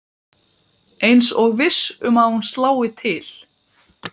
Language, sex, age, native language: Icelandic, male, 12, Icelandic